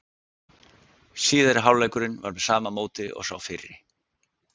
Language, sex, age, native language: Icelandic, male, 60-69, Icelandic